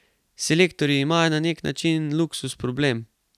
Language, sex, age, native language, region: Slovenian, male, 18-29, Slovenian, Carinthia region